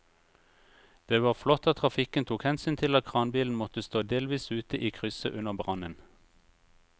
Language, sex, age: Norwegian, male, 36